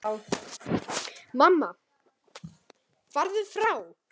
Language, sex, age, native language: Icelandic, male, 10, Icelandic